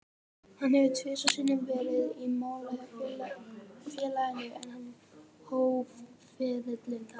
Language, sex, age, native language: Icelandic, female, 18-19, Icelandic